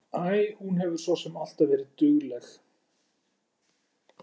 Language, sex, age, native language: Icelandic, male, 40-49, Icelandic